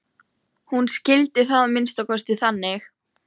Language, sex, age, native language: Icelandic, female, 13, Icelandic